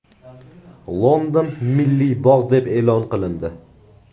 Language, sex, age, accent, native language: Uzbek, male, 18-24, Navoiy, Uzbek